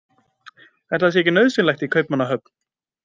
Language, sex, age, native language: Icelandic, male, 20-29, Icelandic